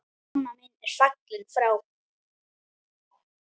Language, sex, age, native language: Icelandic, female, 9, Icelandic